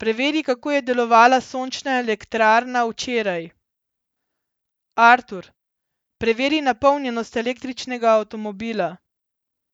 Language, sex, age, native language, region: Slovenian, female, 30-49, Slovenian, Central Slovenia